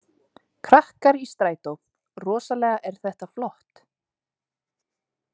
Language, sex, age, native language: Icelandic, female, 20-29, Icelandic